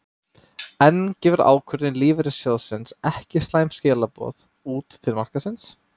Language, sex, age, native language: Icelandic, male, 18-19, Icelandic